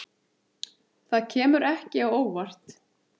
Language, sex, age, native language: Icelandic, male, 8, Icelandic